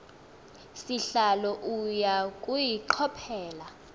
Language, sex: Xhosa, female